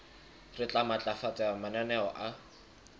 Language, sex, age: Southern Sotho, male, 23